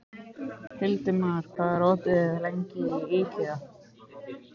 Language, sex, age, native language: Icelandic, male, 15, Icelandic